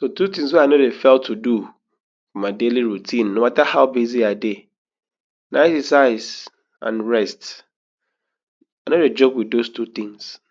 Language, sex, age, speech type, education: Nigerian Pidgin, male, 15-29, spontaneous, tertiary